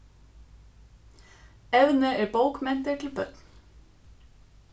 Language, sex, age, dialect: Faroese, female, 15-35, Suðurstreymoy